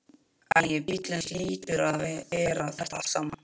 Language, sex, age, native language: Icelandic, male, 12, Icelandic